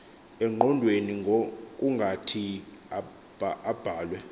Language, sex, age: Xhosa, male, 24